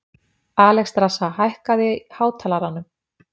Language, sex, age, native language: Icelandic, female, 50-59, Icelandic